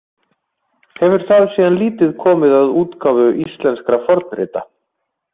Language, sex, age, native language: Icelandic, male, 20-29, Icelandic